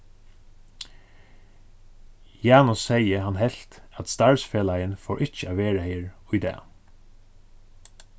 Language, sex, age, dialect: Faroese, male, 36-60, Suðurstreymoy